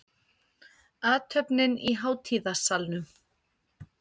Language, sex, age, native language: Icelandic, female, 50-59, Icelandic